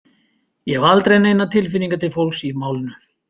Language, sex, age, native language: Icelandic, male, 50-59, Icelandic